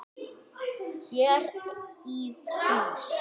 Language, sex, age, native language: Icelandic, male, 8, Icelandic